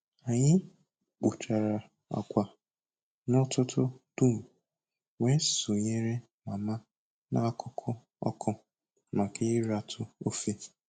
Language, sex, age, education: Igbo, male, 15-29, tertiary